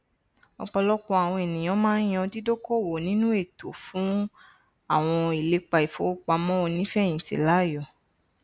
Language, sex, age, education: Yoruba, female, 15-29, tertiary